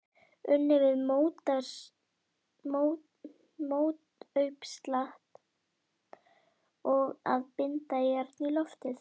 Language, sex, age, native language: Icelandic, female, 11, Icelandic